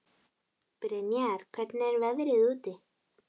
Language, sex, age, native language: Icelandic, female, 12, Icelandic